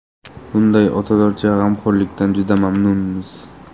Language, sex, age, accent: Uzbek, male, 18-24, Qoraqalpog'iston